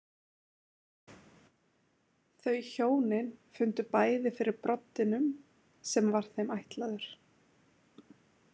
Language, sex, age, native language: Icelandic, female, 20-29, Icelandic